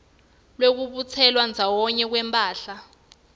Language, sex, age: Swati, female, 19